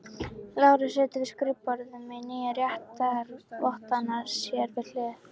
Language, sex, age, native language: Icelandic, female, 13, Icelandic